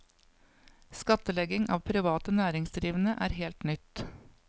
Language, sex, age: Norwegian, female, 55